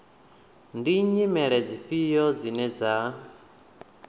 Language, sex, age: Venda, male, 28